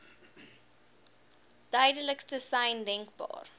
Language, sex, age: Afrikaans, female, 18